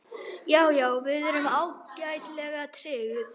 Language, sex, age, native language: Icelandic, male, 12, Icelandic